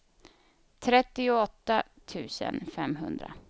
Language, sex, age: Swedish, female, 31